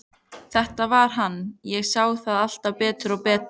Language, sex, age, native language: Icelandic, female, 15, Icelandic